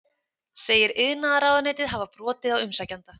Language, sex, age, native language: Icelandic, female, 30-39, Icelandic